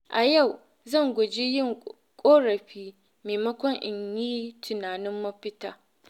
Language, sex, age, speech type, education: Hausa, female, 15-29, spontaneous, tertiary